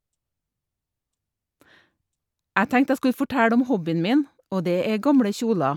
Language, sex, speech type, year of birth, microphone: Norwegian, female, spontaneous, 1962, Shure